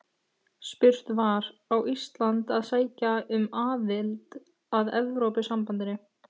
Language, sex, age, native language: Icelandic, female, 14, Icelandic